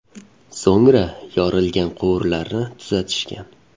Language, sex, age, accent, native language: Uzbek, male, 18-24, Farg'ona, Uzbek